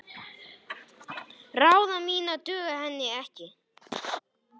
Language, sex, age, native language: Icelandic, male, 10, Icelandic